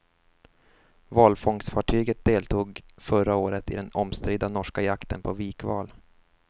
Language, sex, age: Swedish, male, 24